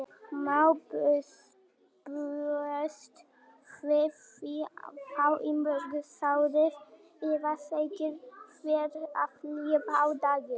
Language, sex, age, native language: Icelandic, male, 18-19, Icelandic